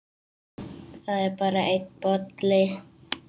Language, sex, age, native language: Icelandic, male, 8, Icelandic